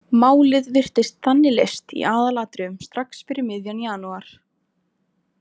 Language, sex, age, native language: Icelandic, female, 20-29, Icelandic